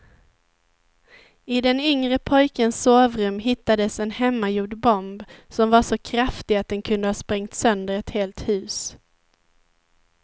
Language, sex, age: Swedish, female, 19